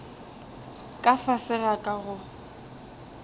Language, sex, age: Northern Sotho, female, 20